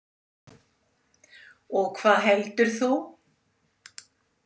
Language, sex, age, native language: Icelandic, female, 70-79, Icelandic